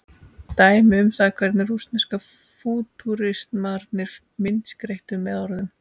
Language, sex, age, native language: Icelandic, female, 20-29, Icelandic